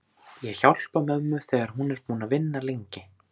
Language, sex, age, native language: Icelandic, male, 14, Icelandic